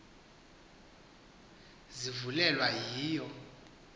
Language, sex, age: Xhosa, male, 18